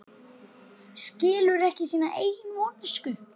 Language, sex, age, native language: Icelandic, male, 8, Icelandic